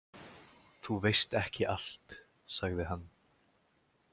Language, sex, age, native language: Icelandic, male, 18-19, Icelandic